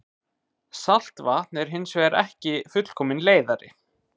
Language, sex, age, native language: Icelandic, male, 20-29, Icelandic